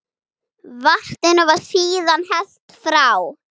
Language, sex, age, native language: Icelandic, female, 8, Icelandic